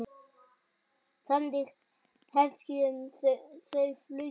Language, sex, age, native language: Icelandic, female, 7, Icelandic